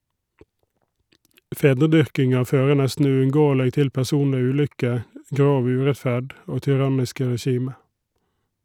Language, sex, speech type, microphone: Norwegian, male, read, Shure